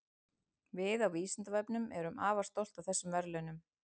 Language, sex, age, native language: Icelandic, female, 40-49, Icelandic